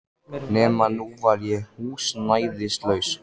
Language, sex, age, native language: Icelandic, male, 14, Icelandic